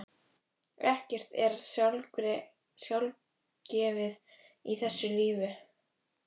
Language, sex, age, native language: Icelandic, female, 12, Icelandic